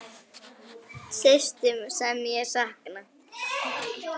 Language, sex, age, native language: Icelandic, female, 9, Icelandic